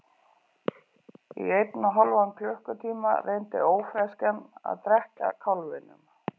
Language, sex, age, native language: Icelandic, female, 40-49, Icelandic